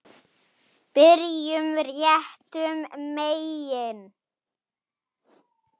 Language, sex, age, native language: Icelandic, male, 8, Icelandic